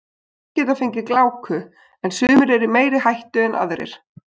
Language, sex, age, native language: Icelandic, female, 20-29, Icelandic